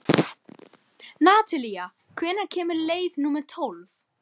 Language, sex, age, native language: Icelandic, male, 11, Icelandic